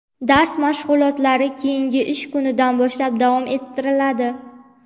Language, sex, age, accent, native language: Uzbek, female, 18-24, Navoiy, Uzbek